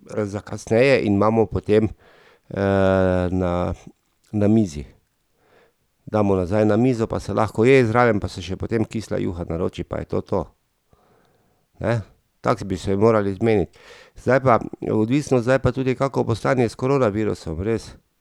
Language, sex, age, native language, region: Slovenian, male, 50-59, Slovenian, Drava region